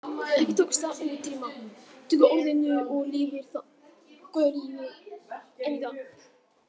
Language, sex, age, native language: Icelandic, male, 18-19, Icelandic